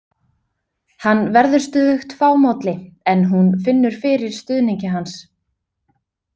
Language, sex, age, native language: Icelandic, female, 30-39, Icelandic